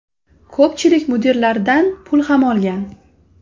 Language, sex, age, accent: Uzbek, female, 18-24, Toshkent shahri